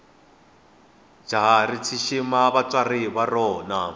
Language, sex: Tsonga, male